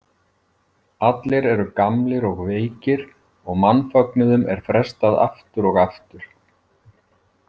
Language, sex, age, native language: Icelandic, male, 50-59, Icelandic